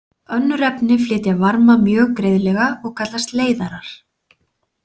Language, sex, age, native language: Icelandic, female, 40-49, Icelandic